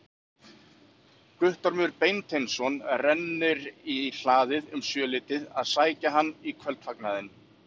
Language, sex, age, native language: Icelandic, male, 40-49, Icelandic